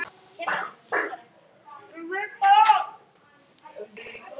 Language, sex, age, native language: Icelandic, male, 11, Icelandic